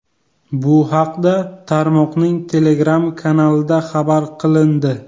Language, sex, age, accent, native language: Uzbek, male, 18-24, Buxoro, Uzbek